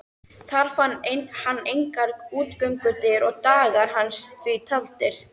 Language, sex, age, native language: Icelandic, female, 13, Icelandic